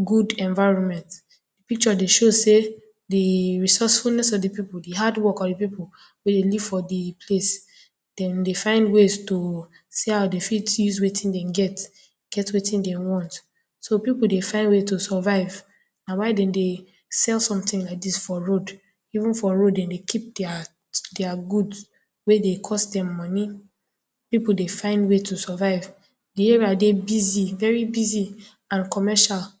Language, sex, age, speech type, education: Nigerian Pidgin, female, 15-29, spontaneous, tertiary